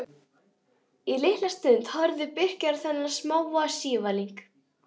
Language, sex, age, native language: Icelandic, female, 11, Icelandic